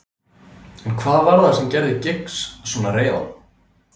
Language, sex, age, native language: Icelandic, male, 30-39, Icelandic